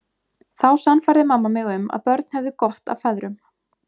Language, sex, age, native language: Icelandic, female, 20-29, Icelandic